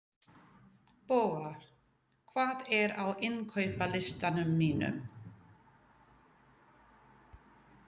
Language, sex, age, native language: Icelandic, female, 50-59, English